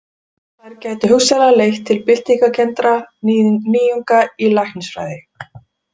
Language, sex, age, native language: Icelandic, female, 40-49, Icelandic